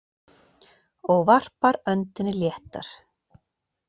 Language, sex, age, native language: Icelandic, female, 40-49, Icelandic